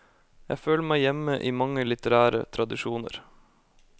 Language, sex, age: Norwegian, male, 25